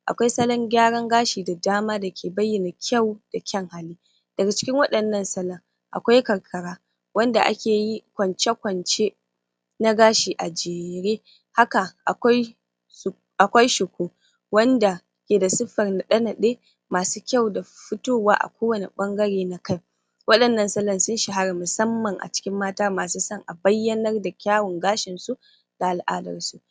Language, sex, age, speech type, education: Hausa, female, 15-29, spontaneous, primary